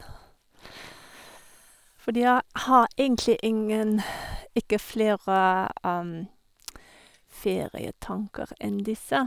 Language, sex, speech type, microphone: Norwegian, female, spontaneous, Sennheiser